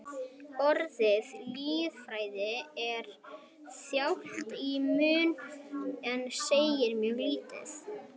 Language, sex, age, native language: Icelandic, female, 30-39, Icelandic